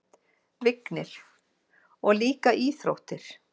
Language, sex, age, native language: Icelandic, female, 50-59, Icelandic